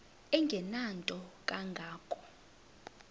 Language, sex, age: Xhosa, female, 22